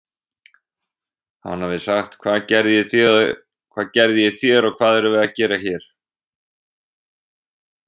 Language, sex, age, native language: Icelandic, male, 20-29, Icelandic